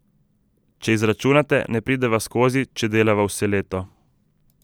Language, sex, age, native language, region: Slovenian, male, 30-49, Slovenian, Southeast Slovenia